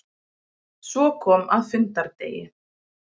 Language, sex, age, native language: Icelandic, female, 20-29, Icelandic